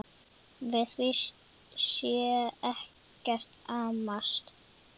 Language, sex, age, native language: Icelandic, female, 9, Icelandic